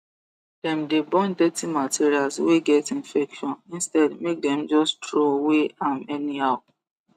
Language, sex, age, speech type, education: Nigerian Pidgin, male, 15-29, spontaneous, tertiary